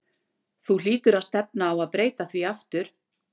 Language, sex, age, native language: Icelandic, female, 60-69, Icelandic